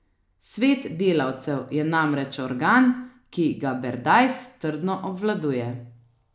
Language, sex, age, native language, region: Slovenian, female, 30-49, Slovenian, Savinja region